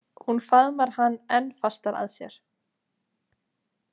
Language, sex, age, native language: Icelandic, female, 30-39, Icelandic